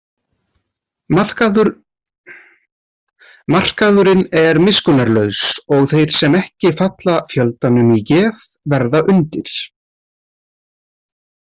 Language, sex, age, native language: Icelandic, male, 30-39, Icelandic